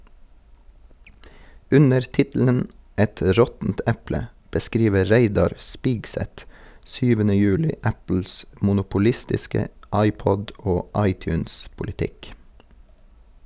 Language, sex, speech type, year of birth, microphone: Norwegian, male, read, 1983, Sennheiser